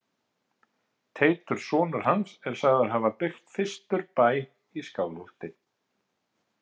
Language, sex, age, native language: Icelandic, male, 50-59, Icelandic